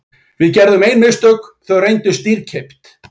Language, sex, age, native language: Icelandic, male, 40-49, Icelandic